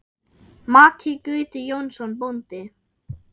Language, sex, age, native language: Icelandic, female, 10, German